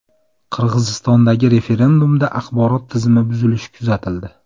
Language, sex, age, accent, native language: Uzbek, male, 25-34, Farg'ona, Uzbek